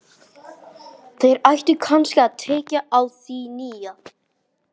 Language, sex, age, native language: Icelandic, male, 18-19, English